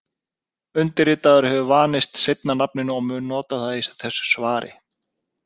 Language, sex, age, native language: Icelandic, male, 30-39, Icelandic